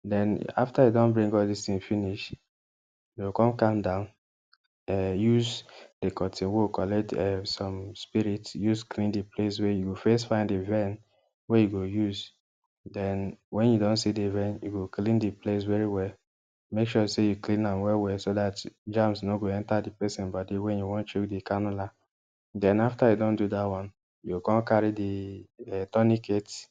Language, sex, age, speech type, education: Nigerian Pidgin, male, 15-29, spontaneous, tertiary